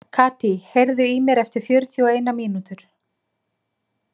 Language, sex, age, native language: Icelandic, female, 30-39, Icelandic